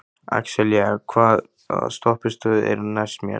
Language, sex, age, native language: Icelandic, male, 15, Icelandic